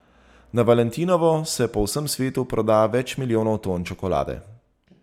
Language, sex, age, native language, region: Slovenian, male, 30-49, Slovenian, Zasavska region